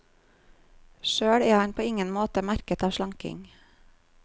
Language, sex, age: Norwegian, female, 39